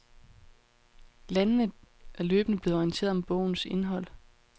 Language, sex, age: Danish, female, 31